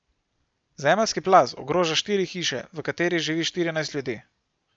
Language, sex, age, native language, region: Slovenian, male, 18-29, Slovenian, Gorenjska region